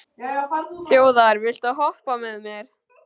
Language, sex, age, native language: Icelandic, male, 12, Icelandic